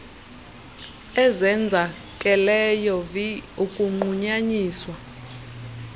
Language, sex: Xhosa, female